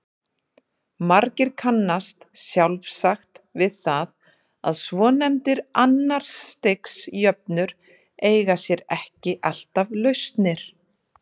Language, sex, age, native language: Icelandic, female, 30-39, Icelandic